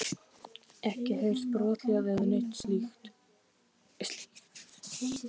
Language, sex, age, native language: Icelandic, male, 12, Icelandic